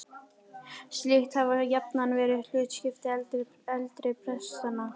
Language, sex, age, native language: Icelandic, female, 11, Icelandic